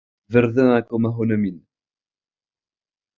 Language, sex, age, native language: Icelandic, male, 50-59, French